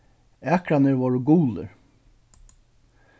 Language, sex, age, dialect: Faroese, male, 36-60, Suðurstreymoy